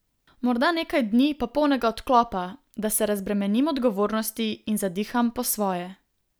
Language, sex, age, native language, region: Slovenian, female, 18-29, Slovenian, Southeast Slovenia